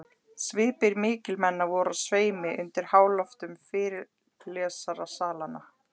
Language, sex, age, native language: Icelandic, male, 11, Icelandic